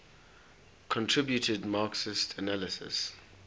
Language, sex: English, male